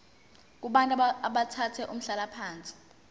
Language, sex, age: Zulu, female, 19